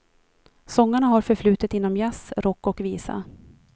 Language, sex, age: Swedish, female, 43